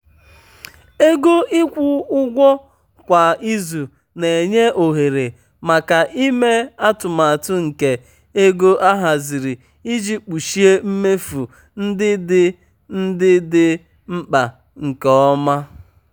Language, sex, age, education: Igbo, male, 30-45, tertiary